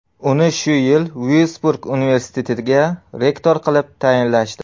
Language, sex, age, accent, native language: Uzbek, male, 25-34, Surxondaryo, Uzbek